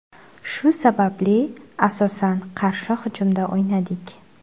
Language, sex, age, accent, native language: Uzbek, female, 18-24, Xorazm, Uzbek